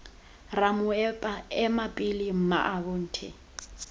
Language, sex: Tswana, female